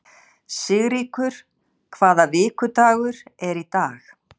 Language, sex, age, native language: Icelandic, female, 60-69, Icelandic